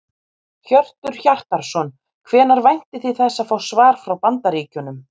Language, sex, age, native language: Icelandic, female, 50-59, Icelandic